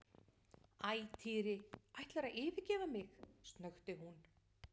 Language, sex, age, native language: Icelandic, female, 50-59, Icelandic